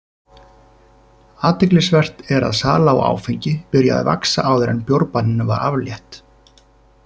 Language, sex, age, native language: Icelandic, male, 30-39, Icelandic